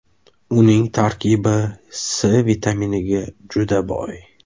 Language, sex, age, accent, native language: Uzbek, male, 25-34, Toshkent viloyati, Uzbek